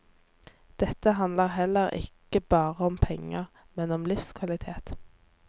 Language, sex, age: Norwegian, female, 24